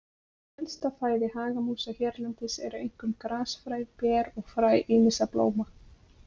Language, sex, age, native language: Icelandic, female, 30-39, Icelandic